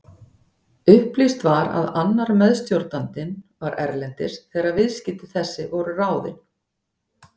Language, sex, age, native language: Icelandic, female, 50-59, Icelandic